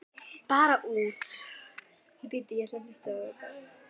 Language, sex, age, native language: Icelandic, female, 9, Icelandic